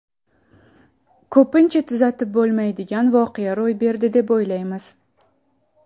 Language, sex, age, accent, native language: Uzbek, female, 19-29, Samarqand, Uzbek